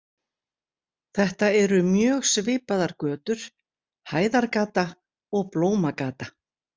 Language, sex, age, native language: Icelandic, female, 60-69, Icelandic